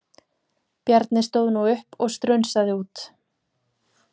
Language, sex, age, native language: Icelandic, female, 20-29, Icelandic